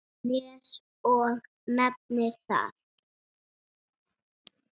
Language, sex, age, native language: Icelandic, female, 6, Icelandic